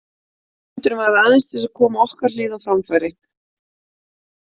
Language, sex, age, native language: Icelandic, female, 30-39, Icelandic